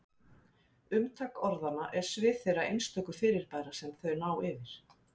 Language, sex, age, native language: Icelandic, female, 50-59, Icelandic